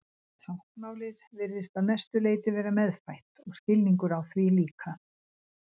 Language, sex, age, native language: Icelandic, female, 60-69, Icelandic